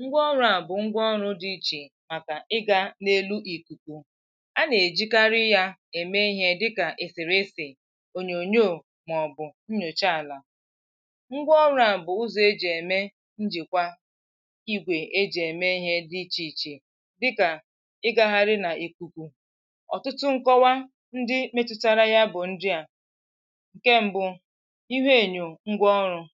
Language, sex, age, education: Igbo, female, 15-29, tertiary